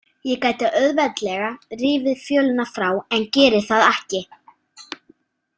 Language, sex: Icelandic, female